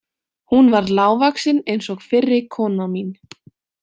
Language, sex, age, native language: Icelandic, female, 18-19, Icelandic